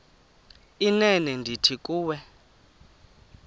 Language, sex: Xhosa, male